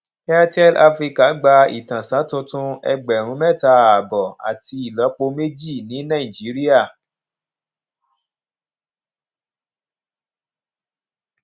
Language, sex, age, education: Yoruba, male, 30-45, tertiary